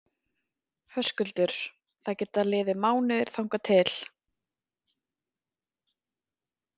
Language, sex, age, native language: Icelandic, female, 20-29, Icelandic